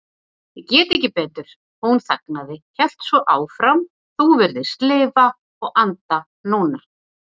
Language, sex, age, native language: Icelandic, female, 40-49, Icelandic